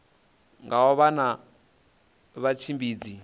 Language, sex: Venda, male